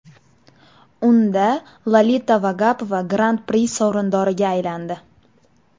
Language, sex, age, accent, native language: Uzbek, female, 19-29, Farg'ona, Uzbek